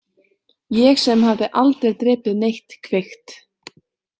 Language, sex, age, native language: Icelandic, female, 18-19, Icelandic